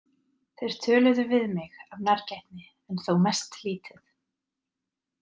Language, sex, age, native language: Icelandic, female, 30-39, Icelandic